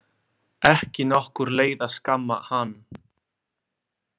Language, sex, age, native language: Icelandic, male, 20-29, Italian